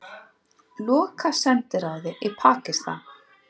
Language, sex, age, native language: Icelandic, female, 30-39, Icelandic